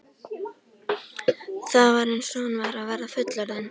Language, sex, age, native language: Icelandic, female, 13, Icelandic